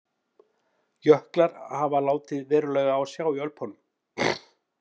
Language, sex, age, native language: Icelandic, male, 50-59, Icelandic